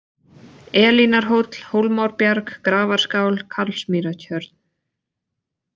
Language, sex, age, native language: Icelandic, female, 20-29, Icelandic